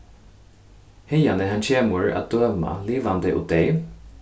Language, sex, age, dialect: Faroese, male, 15-35, Suðurstreymoy